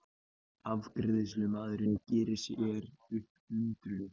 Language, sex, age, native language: Icelandic, male, 18-19, Icelandic